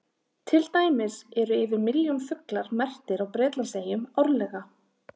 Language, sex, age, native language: Icelandic, female, 30-39, Icelandic